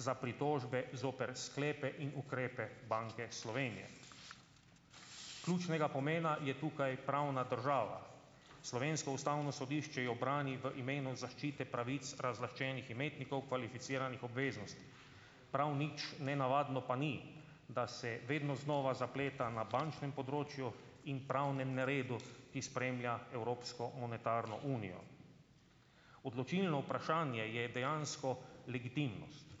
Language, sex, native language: Slovenian, male, Slovenian